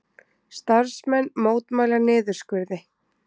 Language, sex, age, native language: Icelandic, female, 20-29, Icelandic